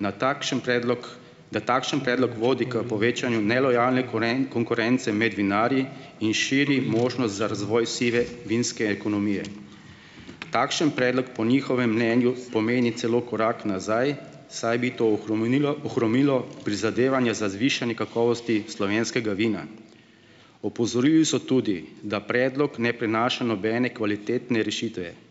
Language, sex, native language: Slovenian, male, Slovenian